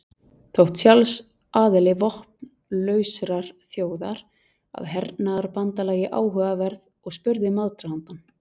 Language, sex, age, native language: Icelandic, female, 40-49, Icelandic